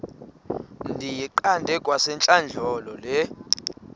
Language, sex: Xhosa, male